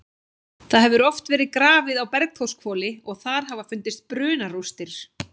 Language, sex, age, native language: Icelandic, female, 40-49, Icelandic